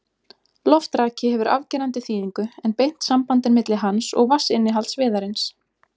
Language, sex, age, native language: Icelandic, female, 20-29, Icelandic